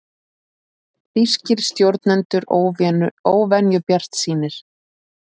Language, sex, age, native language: Icelandic, female, 30-39, Icelandic